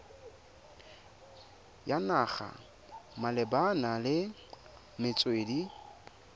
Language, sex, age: Tswana, male, 22